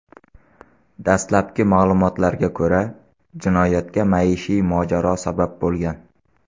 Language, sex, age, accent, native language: Uzbek, male, 19-29, Sirdaryo, Uzbek